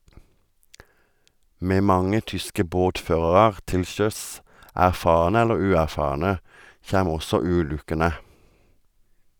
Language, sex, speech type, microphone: Norwegian, male, read, Sennheiser